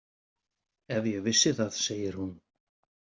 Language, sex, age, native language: Icelandic, male, 50-59, Icelandic